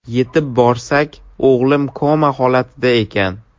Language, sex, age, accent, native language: Uzbek, male, 12-17, Samarqand, Uzbek